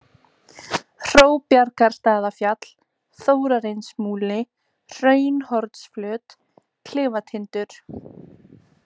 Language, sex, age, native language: Icelandic, female, 18-19, Icelandic